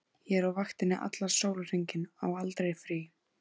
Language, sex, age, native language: Icelandic, female, 14, Icelandic